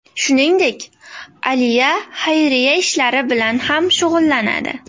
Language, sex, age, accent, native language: Uzbek, female, 18-24, Namangan, Uzbek